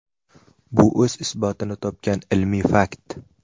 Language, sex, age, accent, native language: Uzbek, male, 18-24, Namangan, Uzbek